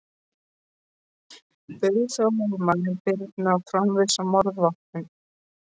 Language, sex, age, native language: Icelandic, male, 13, Icelandic